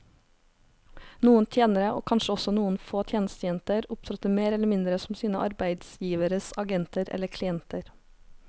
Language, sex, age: Norwegian, female, 23